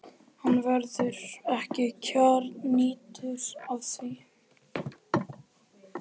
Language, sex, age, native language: Icelandic, male, 11, Icelandic